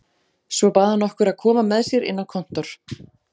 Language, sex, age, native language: Icelandic, female, 40-49, Icelandic